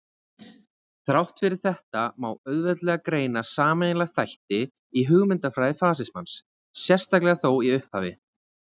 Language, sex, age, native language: Icelandic, male, 20-29, Icelandic